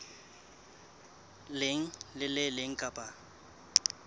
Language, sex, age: Southern Sotho, male, 21